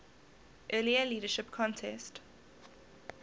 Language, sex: English, female